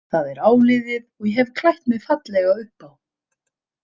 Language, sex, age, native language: Icelandic, female, 30-39, Icelandic